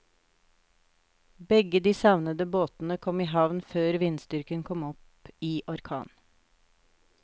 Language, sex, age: Norwegian, female, 48